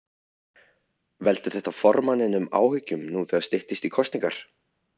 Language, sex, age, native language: Icelandic, male, 30-39, Icelandic